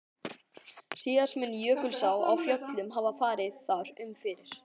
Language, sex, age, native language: Icelandic, male, 11, Icelandic